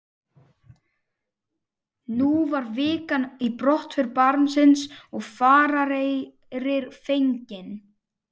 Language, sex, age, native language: Icelandic, male, 18-19, Icelandic